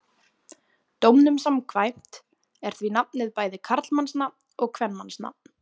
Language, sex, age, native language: Icelandic, female, 20-29, Icelandic